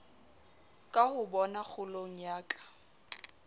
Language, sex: Southern Sotho, female